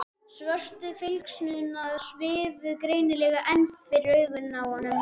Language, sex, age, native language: Icelandic, male, 12, Icelandic